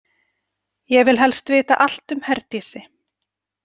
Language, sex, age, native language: Icelandic, female, 40-49, Icelandic